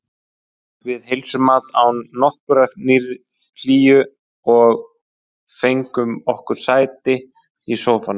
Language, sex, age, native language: Icelandic, male, 20-29, Icelandic